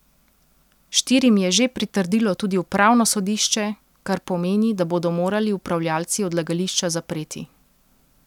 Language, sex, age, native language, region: Slovenian, female, 30-49, Slovenian, Central Slovenia